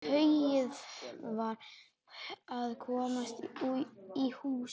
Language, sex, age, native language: Icelandic, male, 11, Icelandic